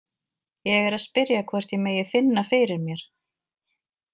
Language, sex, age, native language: Icelandic, female, 40-49, Icelandic